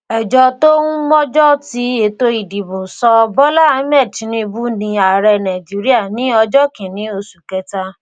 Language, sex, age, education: Yoruba, female, 15-29, tertiary